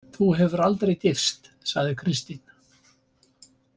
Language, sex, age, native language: Icelandic, male, 70-79, Icelandic